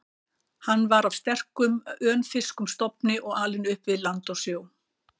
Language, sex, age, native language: Icelandic, female, 60-69, Icelandic